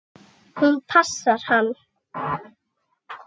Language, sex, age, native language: Icelandic, female, 6, Icelandic